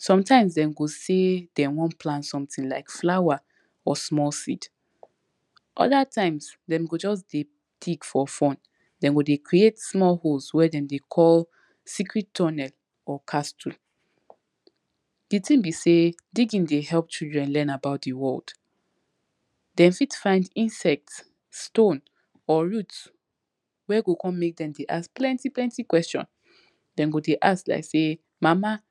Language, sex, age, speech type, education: Nigerian Pidgin, female, 15-29, spontaneous, tertiary